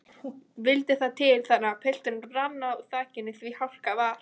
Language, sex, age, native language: Icelandic, female, 20-29, Icelandic